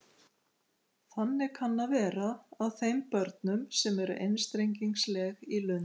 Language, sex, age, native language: Icelandic, female, 50-59, Icelandic